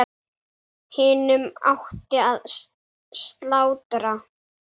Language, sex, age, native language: Icelandic, female, 8, Icelandic